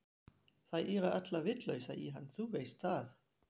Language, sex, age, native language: Icelandic, female, 40-49, German